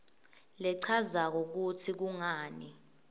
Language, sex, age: Swati, female, 18